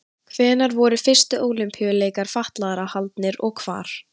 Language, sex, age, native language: Icelandic, female, 18-19, Icelandic